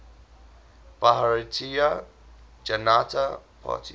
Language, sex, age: English, male, 20